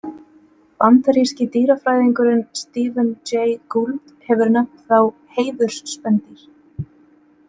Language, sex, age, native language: Icelandic, female, 30-39, Icelandic